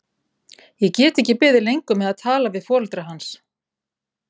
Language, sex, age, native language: Icelandic, female, 30-39, Icelandic